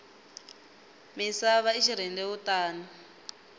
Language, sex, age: Tsonga, female, 19